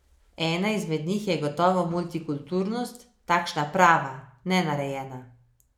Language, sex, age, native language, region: Slovenian, female, 30-49, Slovenian, Savinja region